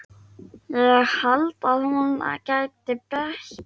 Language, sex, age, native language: Icelandic, female, 13, Icelandic